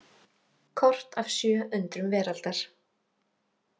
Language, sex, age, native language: Icelandic, female, 40-49, Icelandic